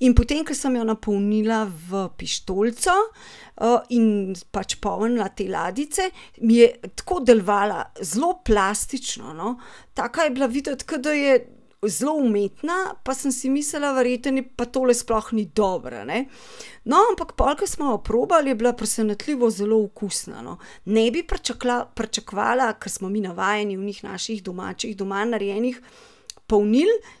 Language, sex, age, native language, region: Slovenian, female, 30-49, Slovenian, Central Slovenia